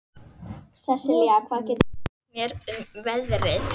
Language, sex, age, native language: Icelandic, female, 11, Icelandic